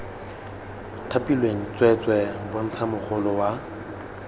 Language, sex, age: Tswana, male, 21